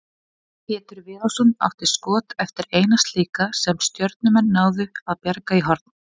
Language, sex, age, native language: Icelandic, female, 20-29, Icelandic